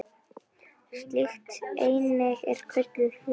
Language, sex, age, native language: Icelandic, female, 10, Icelandic